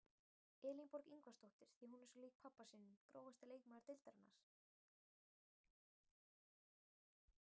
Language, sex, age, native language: Icelandic, female, 18-19, Icelandic